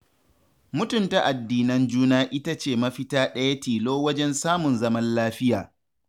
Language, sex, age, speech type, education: Hausa, male, 15-29, read, tertiary